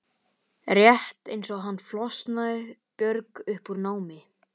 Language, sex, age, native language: Icelandic, male, 12, Icelandic